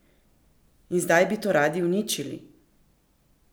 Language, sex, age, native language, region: Slovenian, female, 50-59, Slovenian, Central Slovenia